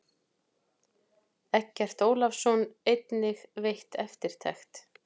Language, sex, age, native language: Icelandic, female, 40-49, Icelandic